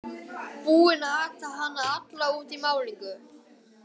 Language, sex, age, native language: Icelandic, other, 18-19, Icelandic